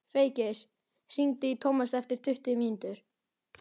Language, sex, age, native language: Icelandic, male, 11, Icelandic